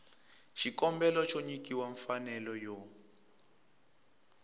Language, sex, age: Tsonga, male, 23